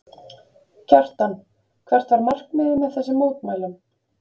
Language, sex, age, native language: Icelandic, female, 30-39, Icelandic